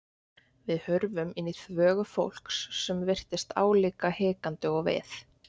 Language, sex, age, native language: Icelandic, female, 20-29, Icelandic